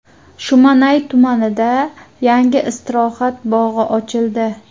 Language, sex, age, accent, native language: Uzbek, female, 19-29, Surxondaryo, Uzbek